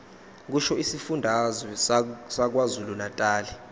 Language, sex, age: Zulu, male, 21